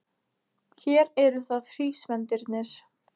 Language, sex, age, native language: Icelandic, female, 20-29, Icelandic